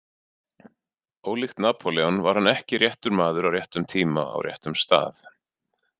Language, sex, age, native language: Icelandic, male, 40-49, Icelandic